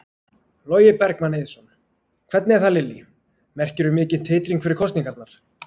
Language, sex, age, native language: Icelandic, male, 20-29, Icelandic